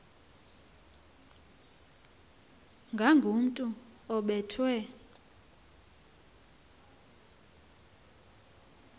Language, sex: Xhosa, female